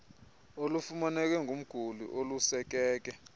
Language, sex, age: Xhosa, male, 24